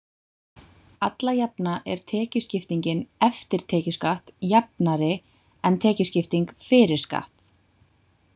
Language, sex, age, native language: Icelandic, female, 20-29, Icelandic